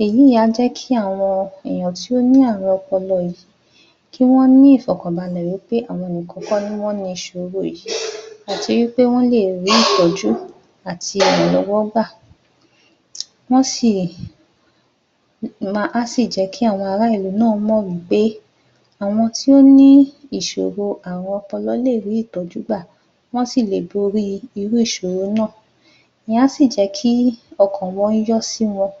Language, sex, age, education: Yoruba, female, 30-45, tertiary